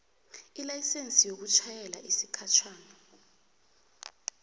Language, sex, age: South Ndebele, female, 24